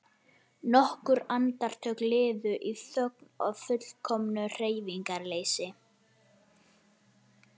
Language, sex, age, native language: Icelandic, male, 11, Icelandic